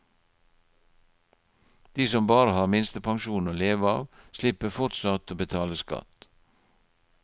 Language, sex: Norwegian, male